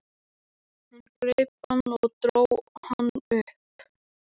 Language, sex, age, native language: Icelandic, male, 12, Icelandic